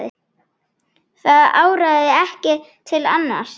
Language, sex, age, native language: Icelandic, female, 9, Icelandic